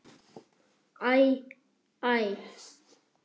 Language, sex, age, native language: Icelandic, male, 9, Icelandic